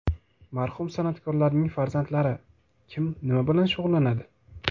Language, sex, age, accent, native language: Uzbek, male, 18-24, Toshkent viloyati, Uzbek